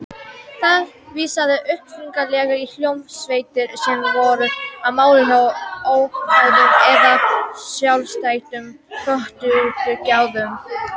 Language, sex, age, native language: Icelandic, female, 18-19, Icelandic